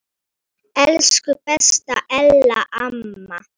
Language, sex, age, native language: Icelandic, female, 9, Icelandic